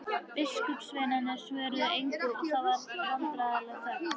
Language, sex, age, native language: Icelandic, female, 13, Icelandic